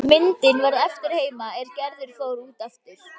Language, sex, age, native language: Icelandic, female, 11, Icelandic